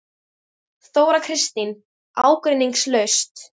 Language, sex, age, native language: Icelandic, female, 13, Icelandic